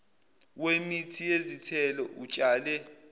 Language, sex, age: Zulu, male, 18